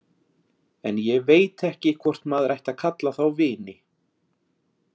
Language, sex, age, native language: Icelandic, male, 40-49, Icelandic